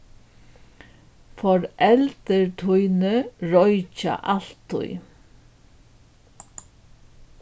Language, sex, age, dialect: Faroese, female, 61+, Norðuroyggjar